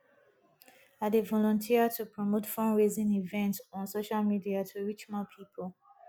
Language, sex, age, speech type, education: Nigerian Pidgin, female, 30-45, spontaneous, tertiary